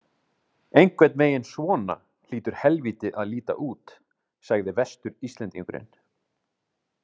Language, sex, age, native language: Icelandic, male, 30-39, Icelandic